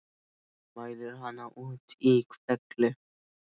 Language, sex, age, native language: Icelandic, male, 12, Icelandic